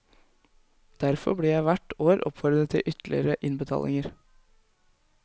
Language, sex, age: Norwegian, male, 20